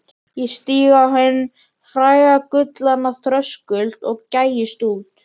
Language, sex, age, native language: Icelandic, female, 12, Icelandic